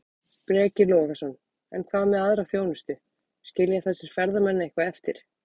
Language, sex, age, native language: Icelandic, female, 30-39, Icelandic